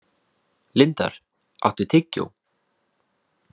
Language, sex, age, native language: Icelandic, male, 18-19, Icelandic